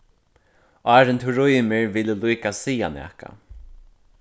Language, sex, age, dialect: Faroese, male, 15-35, Suðurstreymoy